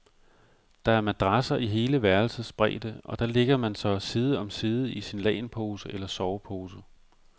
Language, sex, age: Danish, male, 45